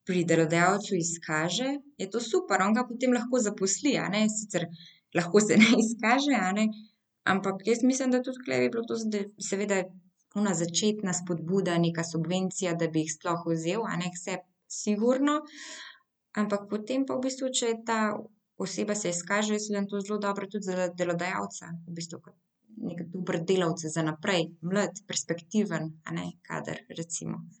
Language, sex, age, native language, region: Slovenian, female, 18-29, Slovenian, Central Slovenia